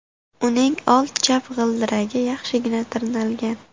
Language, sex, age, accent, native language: Uzbek, female, 18-24, Andijon, Uzbek